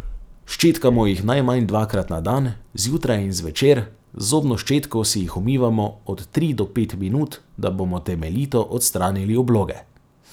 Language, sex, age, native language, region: Slovenian, male, 30-49, Slovenian, Savinja region